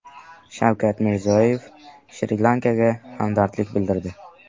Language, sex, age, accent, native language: Uzbek, male, 18-24, Sirdaryo, Uzbek